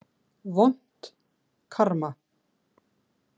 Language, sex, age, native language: Icelandic, female, 50-59, Icelandic